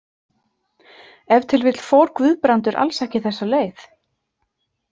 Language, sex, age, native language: Icelandic, female, 30-39, Icelandic